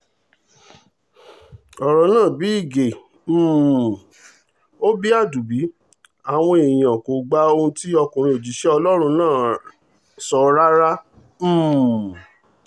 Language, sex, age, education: Yoruba, male, 30-45, tertiary